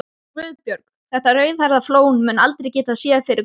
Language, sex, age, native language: Icelandic, male, 12, Icelandic